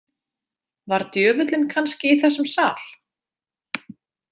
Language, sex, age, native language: Icelandic, female, 30-39, Icelandic